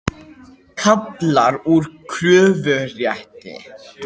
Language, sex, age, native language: Icelandic, male, 18-19, Icelandic